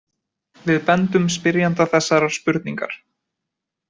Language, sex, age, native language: Icelandic, male, 20-29, Icelandic